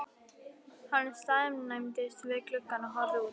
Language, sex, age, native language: Icelandic, female, 11, Icelandic